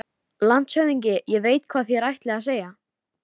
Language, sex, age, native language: Icelandic, female, 13, Icelandic